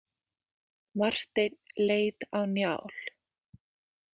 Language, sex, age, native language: Icelandic, female, 20-29, Icelandic